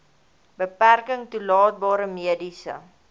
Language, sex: Afrikaans, female